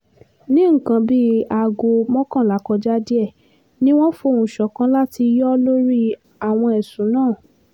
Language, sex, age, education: Yoruba, female, 15-29, tertiary